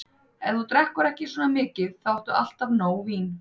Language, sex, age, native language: Icelandic, female, 30-39, Icelandic